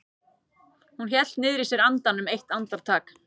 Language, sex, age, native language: Icelandic, male, 14, Icelandic